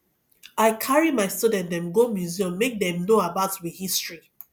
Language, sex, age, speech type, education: Nigerian Pidgin, female, 30-45, spontaneous, tertiary